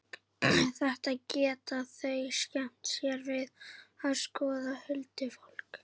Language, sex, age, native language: Icelandic, female, 11, Icelandic